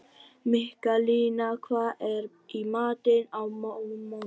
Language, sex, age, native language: Icelandic, male, 11, Vietnamese